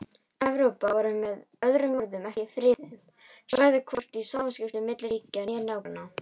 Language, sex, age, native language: Icelandic, female, 18-19, Icelandic